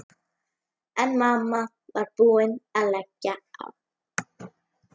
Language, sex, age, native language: Icelandic, female, 11, Icelandic